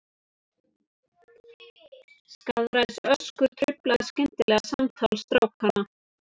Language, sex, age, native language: Icelandic, female, 30-39, Icelandic